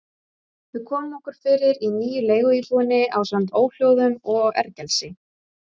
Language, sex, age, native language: Icelandic, female, 30-39, Icelandic